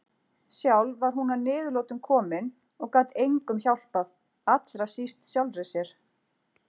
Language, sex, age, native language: Icelandic, female, 40-49, Icelandic